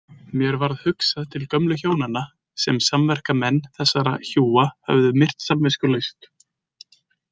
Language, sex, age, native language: Icelandic, male, 20-29, Icelandic